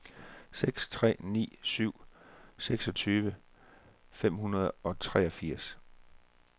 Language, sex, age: Danish, male, 34